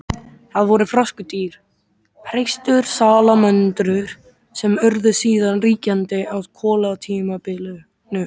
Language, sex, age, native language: Icelandic, male, 13, Icelandic